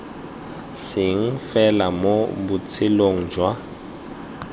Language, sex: Tswana, male